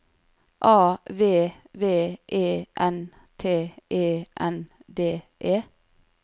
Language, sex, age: Norwegian, female, 40